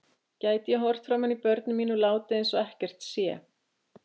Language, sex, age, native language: Icelandic, female, 50-59, Icelandic